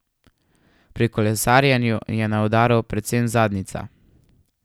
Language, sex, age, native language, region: Slovenian, male, 12-17, Slovenian, Savinja region